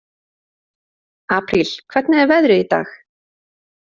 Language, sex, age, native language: Icelandic, female, 30-39, Icelandic